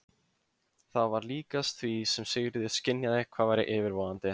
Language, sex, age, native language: Icelandic, male, 15, Icelandic